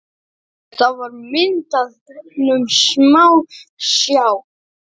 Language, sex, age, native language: Icelandic, male, 8, Icelandic